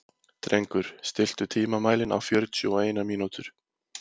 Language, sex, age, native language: Icelandic, male, 20-29, Icelandic